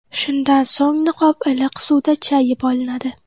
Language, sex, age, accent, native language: Uzbek, female, 12-17, Qoraqalpog'iston, Uzbek